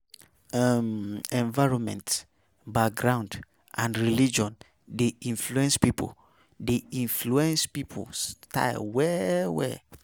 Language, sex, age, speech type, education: Nigerian Pidgin, male, 15-29, spontaneous, tertiary